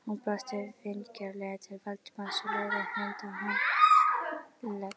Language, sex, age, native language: Icelandic, female, 11, Icelandic